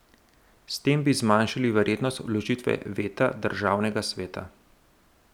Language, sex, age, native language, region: Slovenian, male, 30-49, Slovenian, Central Slovenia